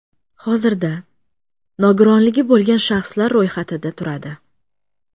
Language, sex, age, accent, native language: Uzbek, female, 25-34, Jizzax, Uzbek